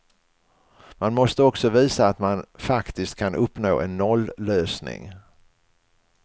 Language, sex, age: Swedish, male, 61